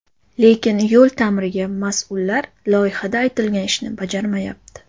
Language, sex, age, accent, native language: Uzbek, female, 18-24, Toshkent shahri, Uzbek